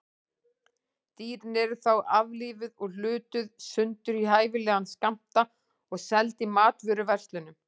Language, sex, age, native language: Icelandic, female, 40-49, Icelandic